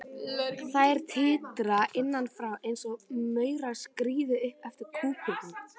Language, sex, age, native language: Icelandic, female, 12, Icelandic